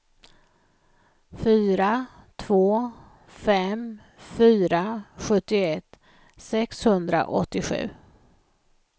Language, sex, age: Swedish, female, 56